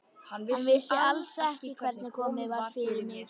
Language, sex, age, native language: Icelandic, female, 12, Icelandic